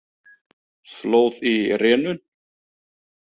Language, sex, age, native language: Icelandic, male, 30-39, Icelandic